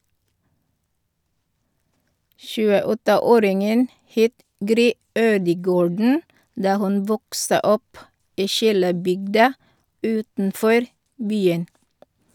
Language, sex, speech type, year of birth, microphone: Norwegian, female, read, 1962, Sennheiser